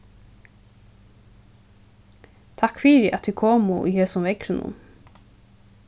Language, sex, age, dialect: Faroese, female, 15-35, Suðurstreymoy